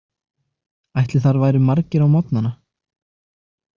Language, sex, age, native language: Icelandic, male, 20-29, Icelandic